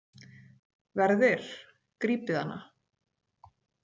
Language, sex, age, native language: Icelandic, female, 40-49, Icelandic